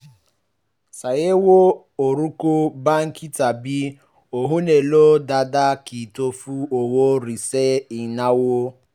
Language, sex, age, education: Yoruba, male, 15-29, tertiary